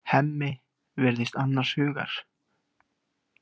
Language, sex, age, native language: Icelandic, male, 18-19, Icelandic